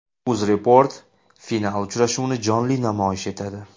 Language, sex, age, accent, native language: Uzbek, male, 25-34, Andijon, Uzbek